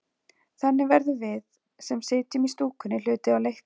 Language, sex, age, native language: Icelandic, female, 40-49, Icelandic